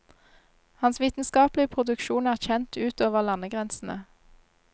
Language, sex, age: Norwegian, female, 26